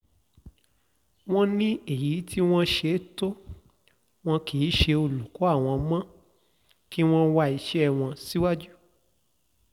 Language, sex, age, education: Yoruba, male, 46-60, tertiary